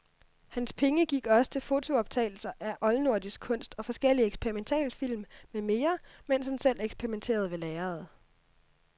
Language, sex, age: Danish, female, 26